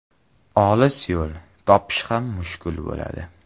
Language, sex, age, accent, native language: Uzbek, male, 12-17, Sirdaryo, Uzbek